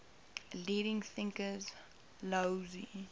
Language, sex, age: English, female, 18